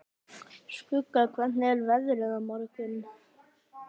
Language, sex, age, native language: Icelandic, male, 11, Icelandic